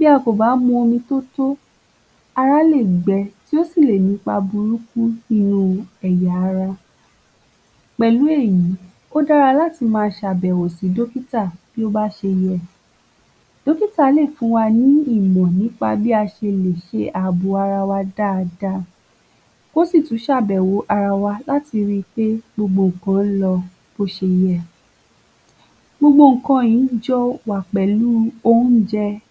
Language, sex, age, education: Yoruba, female, 15-29, tertiary